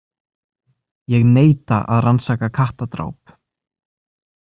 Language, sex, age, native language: Icelandic, male, 20-29, Icelandic